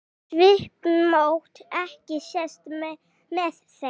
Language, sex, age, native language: Icelandic, female, 8, Icelandic